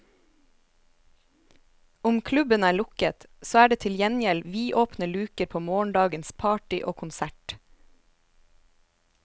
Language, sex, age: Norwegian, female, 27